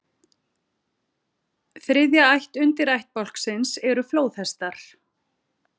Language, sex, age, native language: Icelandic, female, 40-49, Icelandic